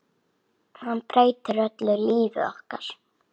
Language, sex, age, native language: Icelandic, female, 6, Icelandic